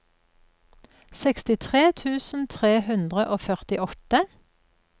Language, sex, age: Norwegian, female, 44